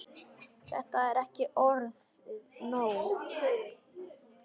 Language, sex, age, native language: Icelandic, male, 10, Icelandic